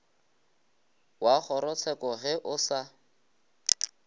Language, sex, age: Northern Sotho, male, 20